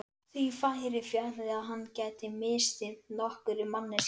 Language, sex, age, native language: Icelandic, male, 11, Icelandic